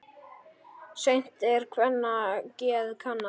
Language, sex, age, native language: Icelandic, male, 9, Icelandic